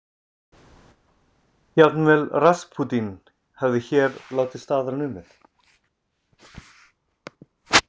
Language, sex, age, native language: Icelandic, male, 30-39, Icelandic